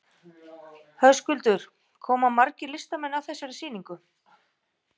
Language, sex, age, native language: Icelandic, female, 50-59, Icelandic